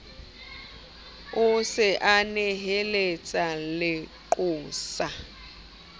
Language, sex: Southern Sotho, female